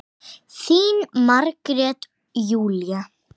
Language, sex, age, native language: Icelandic, female, 8, Icelandic